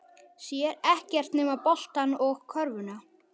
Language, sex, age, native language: Icelandic, male, 12, Icelandic